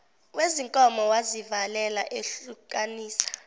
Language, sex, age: Zulu, female, 17